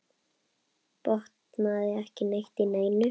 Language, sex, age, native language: Icelandic, female, 10, Icelandic